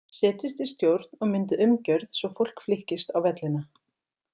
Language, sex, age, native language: Icelandic, female, 40-49, Icelandic